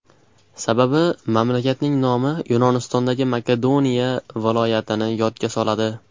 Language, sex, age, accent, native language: Uzbek, male, 12-17, Andijon, Uzbek